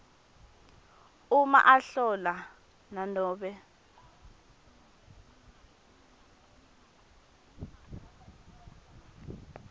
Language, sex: Swati, female